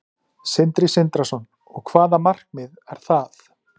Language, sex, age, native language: Icelandic, male, 40-49, Icelandic